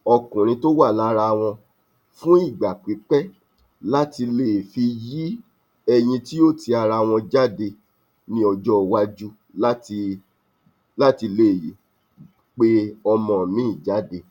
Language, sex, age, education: Yoruba, male, 30-45, tertiary